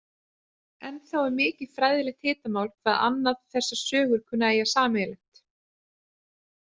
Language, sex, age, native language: Icelandic, female, 30-39, Icelandic